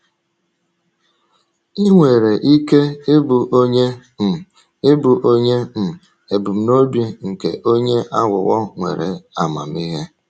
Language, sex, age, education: Igbo, male, 30-45, tertiary